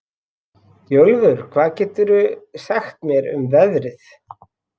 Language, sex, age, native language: Icelandic, male, 30-39, Icelandic